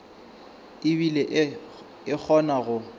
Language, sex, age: Northern Sotho, female, 26